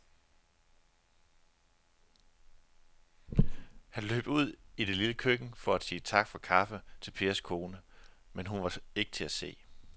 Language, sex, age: Danish, male, 42